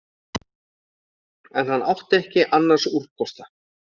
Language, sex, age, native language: Icelandic, male, 30-39, Icelandic